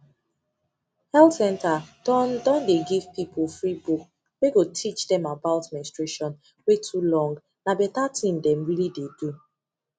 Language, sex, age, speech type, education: Nigerian Pidgin, female, 15-29, spontaneous, tertiary